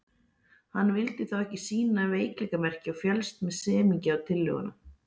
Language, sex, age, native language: Icelandic, female, 40-49, Icelandic